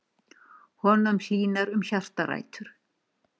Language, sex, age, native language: Icelandic, female, 60-69, Icelandic